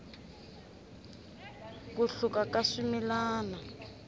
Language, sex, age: Tsonga, female, 25